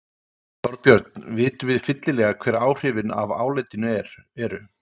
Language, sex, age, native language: Icelandic, male, 30-39, Icelandic